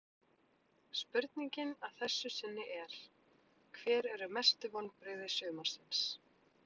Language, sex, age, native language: Icelandic, female, 20-29, Icelandic